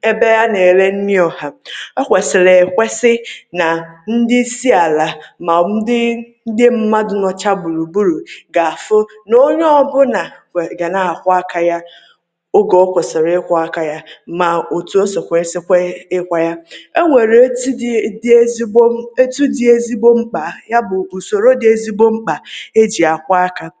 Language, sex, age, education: Igbo, female, 30-45, tertiary